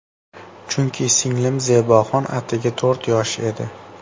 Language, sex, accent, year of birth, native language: Uzbek, male, Farg'ona, 2000, Uzbek